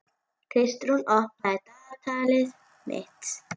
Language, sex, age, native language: Icelandic, female, 11, Icelandic